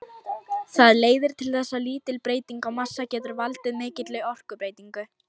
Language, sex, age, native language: Icelandic, female, 18-19, Icelandic